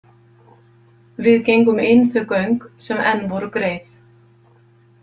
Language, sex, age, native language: Icelandic, female, 50-59, Icelandic